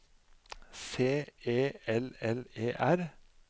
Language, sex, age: Norwegian, male, 45